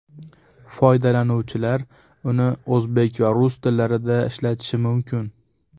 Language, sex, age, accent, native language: Uzbek, male, under 19, Farg'ona, Uzbek